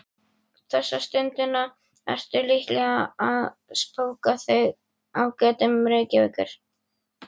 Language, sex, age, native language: Icelandic, female, 11, Icelandic